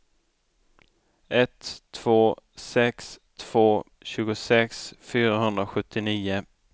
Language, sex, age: Swedish, male, 29